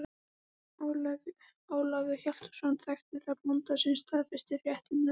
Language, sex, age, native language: Icelandic, female, 14, Icelandic